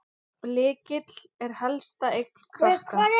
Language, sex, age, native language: Icelandic, male, 9, Icelandic